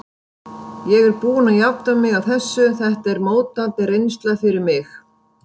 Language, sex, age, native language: Icelandic, female, 50-59, Icelandic